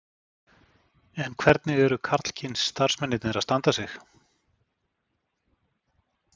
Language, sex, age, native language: Icelandic, male, 40-49, Icelandic